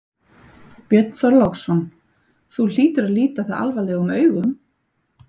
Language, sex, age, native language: Icelandic, female, 30-39, Icelandic